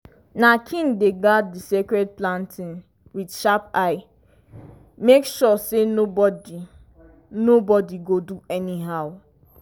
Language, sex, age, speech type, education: Nigerian Pidgin, female, 15-29, spontaneous, tertiary